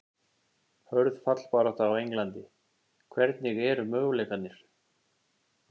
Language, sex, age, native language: Icelandic, male, 50-59, Icelandic